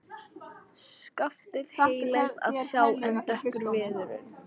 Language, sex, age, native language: Icelandic, female, 14, English